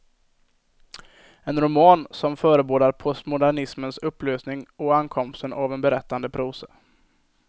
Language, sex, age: Swedish, male, 22